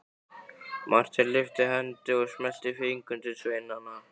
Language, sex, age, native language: Icelandic, male, 15, Icelandic